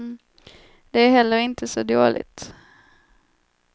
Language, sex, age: Swedish, female, 25